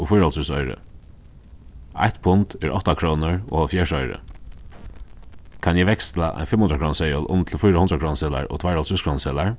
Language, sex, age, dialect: Faroese, male, 15-35, Suðuroy